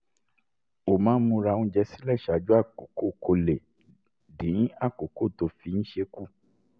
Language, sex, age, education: Yoruba, male, 30-45, tertiary